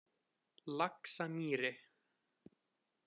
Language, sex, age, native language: Icelandic, male, 20-29, Icelandic